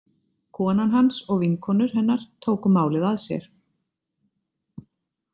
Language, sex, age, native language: Icelandic, female, 50-59, Icelandic